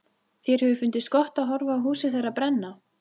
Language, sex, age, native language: Icelandic, female, 14, Icelandic